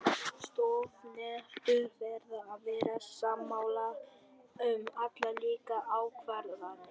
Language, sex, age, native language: Icelandic, male, 11, Vietnamese